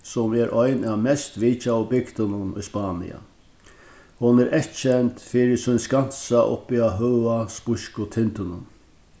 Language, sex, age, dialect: Faroese, male, 61+, Norðurstreymoy/Eysturoy